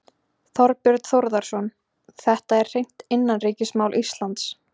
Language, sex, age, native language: Icelandic, female, 20-29, Icelandic